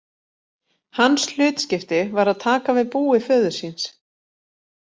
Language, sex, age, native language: Icelandic, female, 40-49, Icelandic